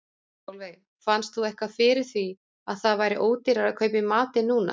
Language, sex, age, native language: Icelandic, female, 40-49, Icelandic